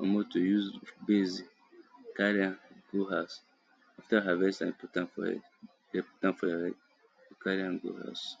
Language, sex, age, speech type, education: Nigerian Pidgin, male, 30-45, spontaneous, tertiary